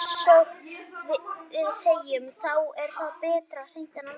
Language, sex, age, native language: Icelandic, female, 18-19, Icelandic